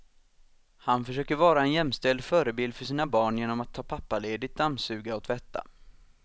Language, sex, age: Swedish, male, 26